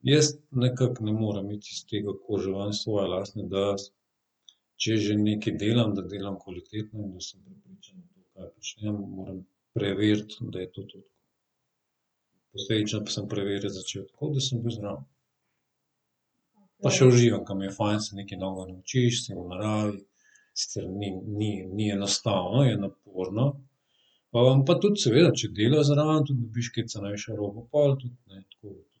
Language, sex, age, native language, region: Slovenian, male, 30-49, Slovenian, Southeast Slovenia